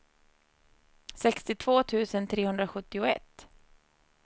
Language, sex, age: Swedish, female, 30